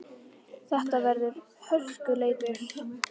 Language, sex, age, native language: Icelandic, female, 18-19, Icelandic